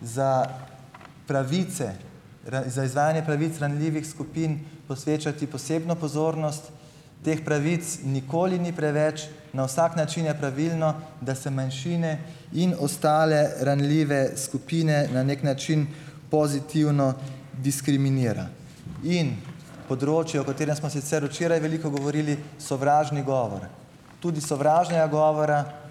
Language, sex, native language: Slovenian, male, Slovenian